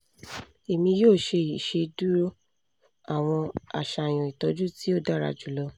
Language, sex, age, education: Yoruba, female, 15-29, tertiary